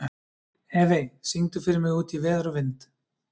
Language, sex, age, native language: Icelandic, male, 30-39, Icelandic